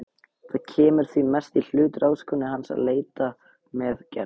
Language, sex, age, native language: Icelandic, male, 18-19, Icelandic